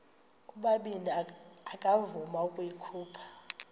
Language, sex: Xhosa, female